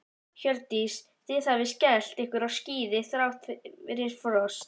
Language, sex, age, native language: Icelandic, female, 11, Icelandic